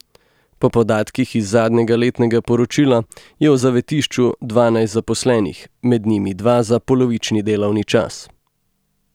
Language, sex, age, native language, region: Slovenian, male, 18-29, Slovenian, Gorenjska region